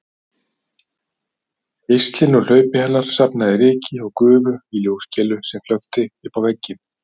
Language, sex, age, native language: Icelandic, male, 50-59, Icelandic